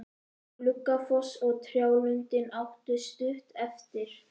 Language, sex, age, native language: Icelandic, male, 11, Icelandic